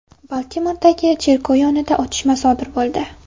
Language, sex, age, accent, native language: Uzbek, female, 18-24, Farg'ona, Uzbek